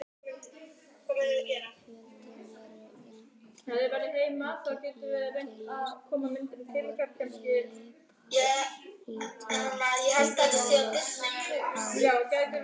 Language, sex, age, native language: Icelandic, female, 12, Icelandic